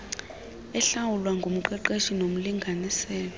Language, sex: Xhosa, female